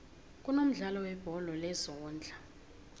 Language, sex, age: South Ndebele, female, 18